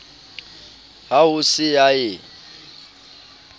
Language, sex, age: Southern Sotho, male, 30